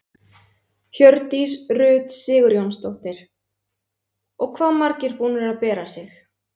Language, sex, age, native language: Icelandic, female, 20-29, Icelandic